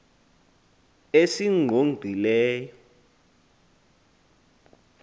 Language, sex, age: Xhosa, male, 20